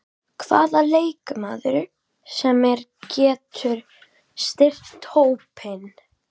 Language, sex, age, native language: Icelandic, female, 18-19, Icelandic